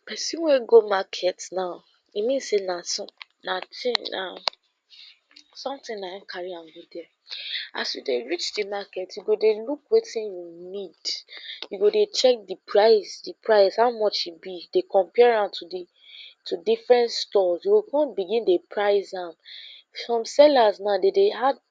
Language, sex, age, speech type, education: Nigerian Pidgin, female, 15-29, spontaneous, secondary